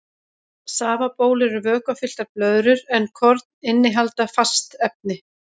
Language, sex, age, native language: Icelandic, female, 30-39, Icelandic